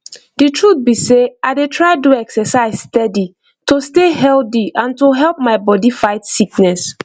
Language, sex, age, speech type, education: Nigerian Pidgin, female, 15-29, spontaneous, tertiary